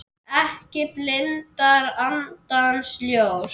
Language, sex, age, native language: Icelandic, male, 10, Icelandic